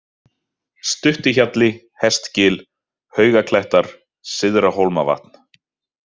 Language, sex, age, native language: Icelandic, male, 30-39, Icelandic